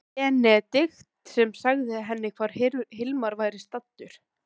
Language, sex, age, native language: Icelandic, female, 13, Icelandic